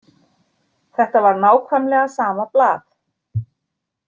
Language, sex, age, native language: Icelandic, female, 40-49, Icelandic